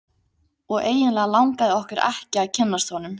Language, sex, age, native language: Icelandic, female, 15, Icelandic